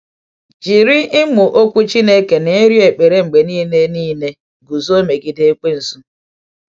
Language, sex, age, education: Igbo, female, 46-60, tertiary